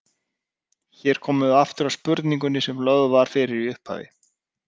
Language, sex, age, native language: Icelandic, male, 30-39, Icelandic